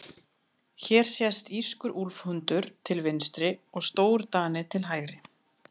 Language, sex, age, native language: Icelandic, female, 30-39, Icelandic